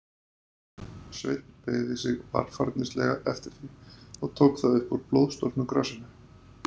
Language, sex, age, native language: Icelandic, male, 30-39, Icelandic